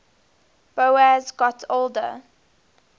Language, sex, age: English, female, 20